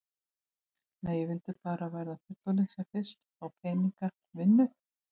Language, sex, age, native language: Icelandic, female, 18-19, Icelandic